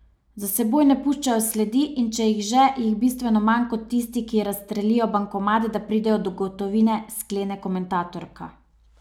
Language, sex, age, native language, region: Slovenian, female, 30-49, Slovenian, Savinja region